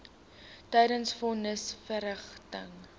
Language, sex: Afrikaans, female